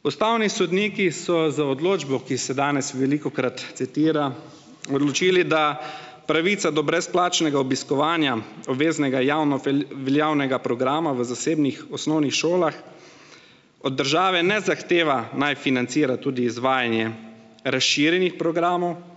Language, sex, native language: Slovenian, male, Slovenian